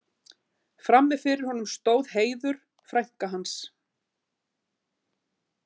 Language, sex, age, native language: Icelandic, female, 50-59, Icelandic